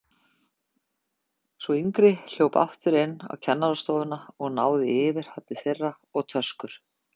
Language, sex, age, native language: Icelandic, female, 50-59, Icelandic